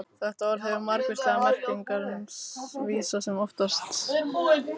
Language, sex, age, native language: Icelandic, female, 18-19, Icelandic